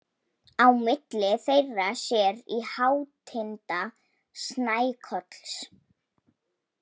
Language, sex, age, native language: Icelandic, female, 18-19, Polish